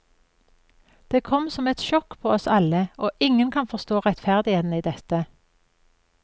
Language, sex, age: Norwegian, female, 44